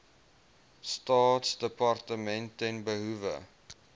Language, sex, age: Afrikaans, male, 21